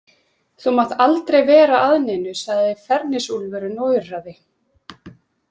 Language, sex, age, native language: Icelandic, female, 30-39, Icelandic